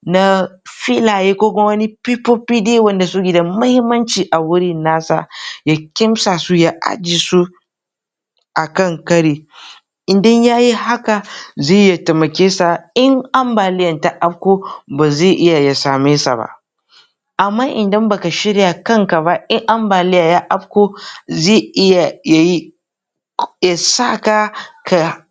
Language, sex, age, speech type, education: Hausa, male, 15-29, spontaneous, tertiary